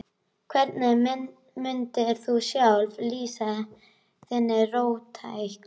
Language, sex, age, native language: Icelandic, female, 12, Icelandic